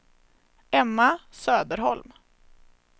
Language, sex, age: Swedish, female, 21